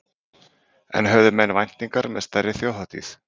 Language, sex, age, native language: Icelandic, male, 40-49, Icelandic